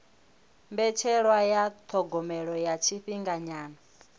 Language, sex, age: Venda, female, 21